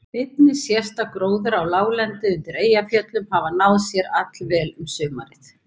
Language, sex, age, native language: Icelandic, female, 50-59, Icelandic